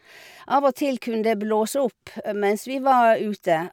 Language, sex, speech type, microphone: Norwegian, female, spontaneous, Shure